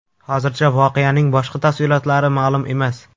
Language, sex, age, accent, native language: Uzbek, male, 25-34, Samarqand, Uzbek